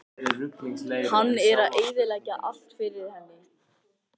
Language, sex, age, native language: Icelandic, male, 13, Icelandic